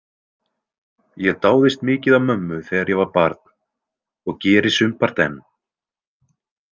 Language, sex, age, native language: Icelandic, male, 20-29, Icelandic